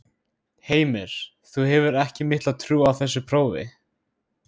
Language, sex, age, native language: Icelandic, male, 16, Icelandic